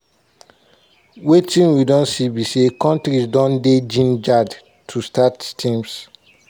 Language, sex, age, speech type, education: Nigerian Pidgin, male, 15-29, spontaneous, tertiary